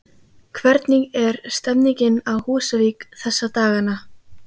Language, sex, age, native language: Icelandic, female, 15, Icelandic